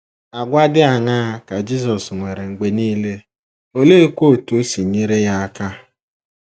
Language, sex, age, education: Igbo, female, 15-29, tertiary